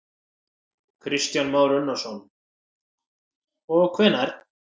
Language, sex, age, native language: Icelandic, male, 40-49, Icelandic